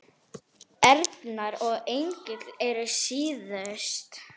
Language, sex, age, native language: Icelandic, female, 10, Arabic